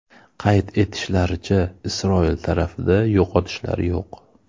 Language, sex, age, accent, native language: Uzbek, male, 25-34, Toshkent shahri, Uzbek